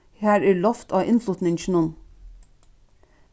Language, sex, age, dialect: Faroese, female, 36-60, Suðurstreymoy